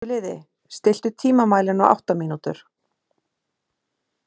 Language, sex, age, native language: Icelandic, female, 50-59, Icelandic